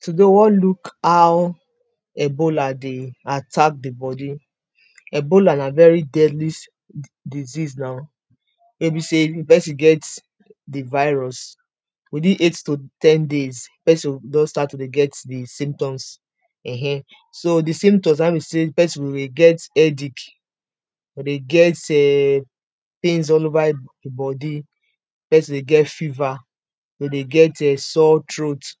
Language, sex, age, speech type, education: Nigerian Pidgin, female, 30-45, spontaneous, tertiary